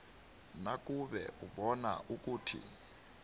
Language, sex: South Ndebele, male